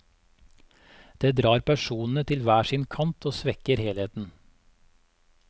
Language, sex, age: Norwegian, male, 34